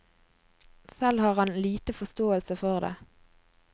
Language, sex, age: Norwegian, female, 22